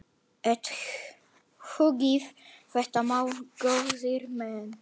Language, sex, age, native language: Icelandic, male, 9, Icelandic